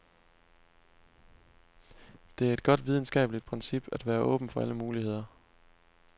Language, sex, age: Danish, male, 19